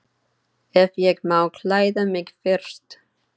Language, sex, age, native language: Icelandic, female, 30-39, Icelandic